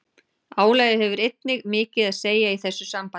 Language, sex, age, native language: Icelandic, female, 40-49, Icelandic